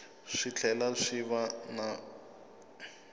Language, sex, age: Tsonga, male, 26